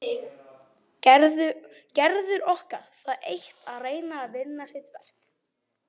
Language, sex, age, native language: Icelandic, male, 12, Icelandic